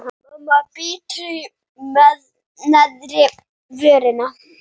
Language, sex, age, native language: Icelandic, female, 8, Icelandic